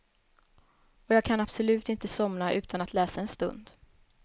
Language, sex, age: Swedish, female, 21